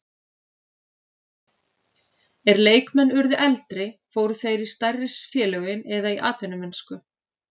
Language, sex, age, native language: Icelandic, female, 30-39, Icelandic